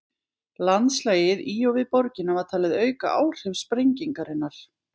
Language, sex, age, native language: Icelandic, female, 20-29, Icelandic